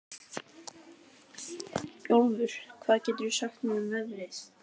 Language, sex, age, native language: Icelandic, male, 12, Icelandic